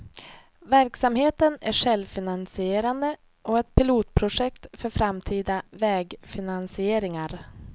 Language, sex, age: Swedish, female, 28